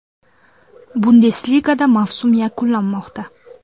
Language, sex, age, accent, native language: Uzbek, female, under 19, Toshkent viloyati, Uzbek